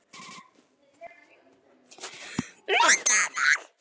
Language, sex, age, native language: Icelandic, male, 9, Icelandic